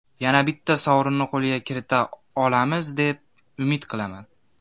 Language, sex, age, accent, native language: Uzbek, male, 19-29, Andijon, Uzbek